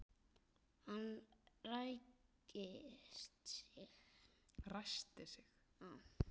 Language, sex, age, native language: Icelandic, male, 9, Icelandic